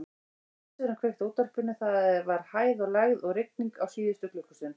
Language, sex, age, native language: Icelandic, female, 18-19, Icelandic